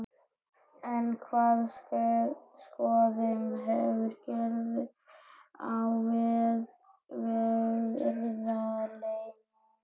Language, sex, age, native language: Icelandic, male, 12, Icelandic